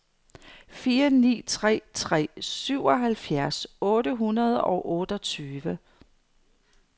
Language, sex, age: Danish, female, 55